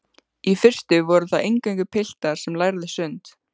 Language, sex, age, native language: Icelandic, female, 15, Icelandic